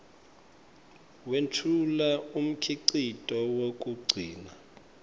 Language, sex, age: Swati, male, 25